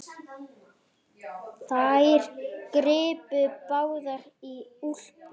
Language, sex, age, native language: Icelandic, male, 8, Icelandic